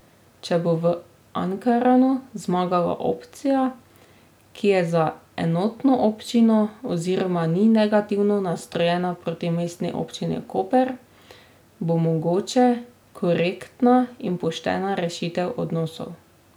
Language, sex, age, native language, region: Slovenian, female, 18-29, Slovenian, Drava region